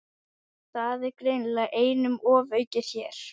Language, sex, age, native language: Icelandic, female, 11, Icelandic